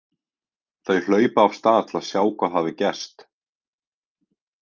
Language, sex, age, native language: Icelandic, male, 18-19, Icelandic